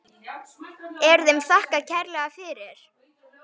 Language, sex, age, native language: Icelandic, male, 9, Icelandic